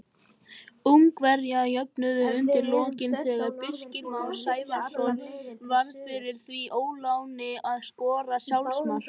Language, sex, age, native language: Icelandic, male, 18-19, Icelandic